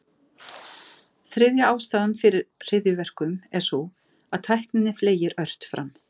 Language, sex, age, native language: Icelandic, female, 50-59, Icelandic